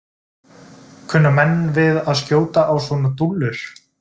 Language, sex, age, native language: Icelandic, male, 20-29, Icelandic